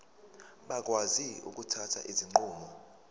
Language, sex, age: Zulu, male, 19